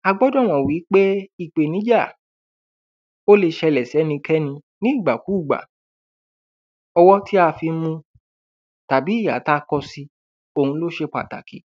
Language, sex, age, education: Yoruba, male, 15-29, tertiary